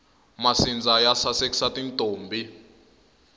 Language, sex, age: Tsonga, male, 21